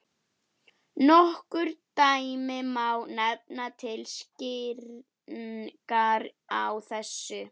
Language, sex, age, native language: Icelandic, female, 11, Icelandic